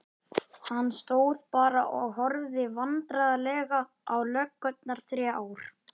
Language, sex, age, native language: Icelandic, male, 11, Icelandic